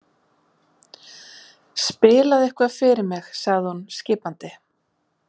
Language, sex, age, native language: Icelandic, female, 40-49, Icelandic